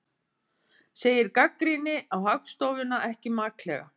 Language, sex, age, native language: Icelandic, female, 50-59, Icelandic